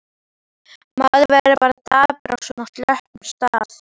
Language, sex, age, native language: Icelandic, female, 11, Icelandic